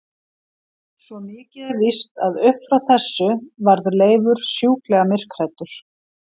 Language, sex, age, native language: Icelandic, female, 50-59, Icelandic